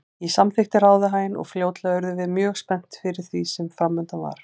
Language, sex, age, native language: Icelandic, female, 40-49, Icelandic